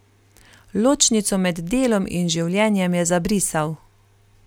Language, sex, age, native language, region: Slovenian, female, 30-49, Slovenian, Carinthia region